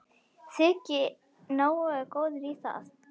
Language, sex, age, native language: Icelandic, female, 10, Icelandic